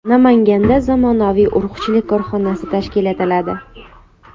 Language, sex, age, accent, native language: Uzbek, female, 25-34, Andijon, Uzbek